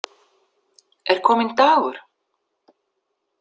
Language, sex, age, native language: Icelandic, female, 60-69, Icelandic